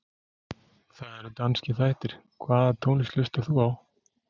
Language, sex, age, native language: Icelandic, male, 40-49, Icelandic